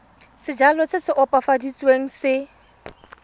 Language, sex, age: Tswana, female, 31